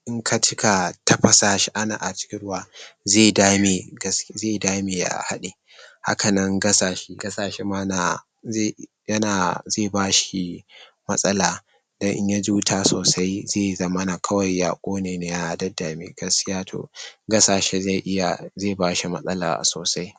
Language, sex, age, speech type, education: Hausa, male, 60+, spontaneous, tertiary